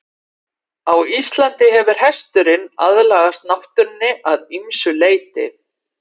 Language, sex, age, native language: Icelandic, female, 40-49, Icelandic